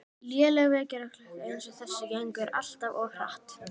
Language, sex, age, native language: Icelandic, female, 12, Icelandic